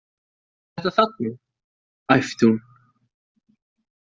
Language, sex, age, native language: Icelandic, male, 20-29, Icelandic